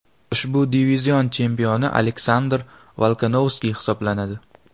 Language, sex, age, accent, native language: Uzbek, male, 18-24, Farg'ona, Uzbek